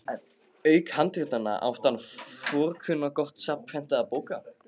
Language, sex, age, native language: Icelandic, male, 15, Icelandic